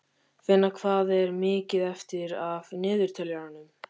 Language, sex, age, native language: Icelandic, male, 13, Icelandic